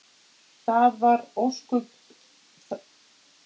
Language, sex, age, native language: Icelandic, female, 8, Icelandic